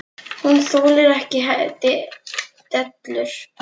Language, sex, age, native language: Icelandic, female, 9, Icelandic